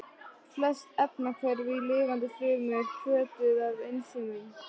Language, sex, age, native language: Icelandic, female, 13, Icelandic